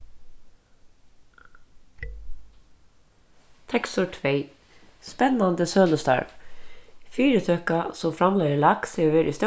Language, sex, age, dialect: Faroese, female, 36-60, Norðurstreymoy/Eysturoy